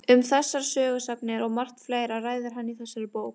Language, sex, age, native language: Icelandic, female, 18-19, Icelandic